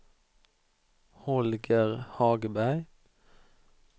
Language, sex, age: Swedish, male, 32